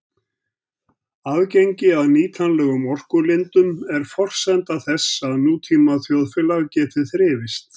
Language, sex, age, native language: Icelandic, male, 70-79, Icelandic